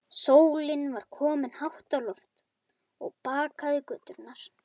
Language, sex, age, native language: Icelandic, male, 11, Icelandic